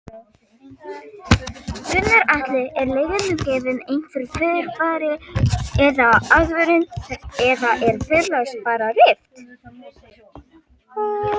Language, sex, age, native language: Icelandic, female, 18-19, Icelandic